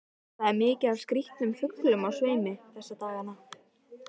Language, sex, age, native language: Icelandic, female, 13, Icelandic